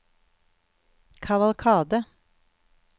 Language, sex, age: Norwegian, female, 48